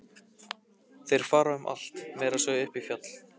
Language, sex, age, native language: Icelandic, male, 15, Icelandic